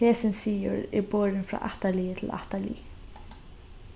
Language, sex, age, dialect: Faroese, female, 15-35, Norðurstreymoy/Eysturoy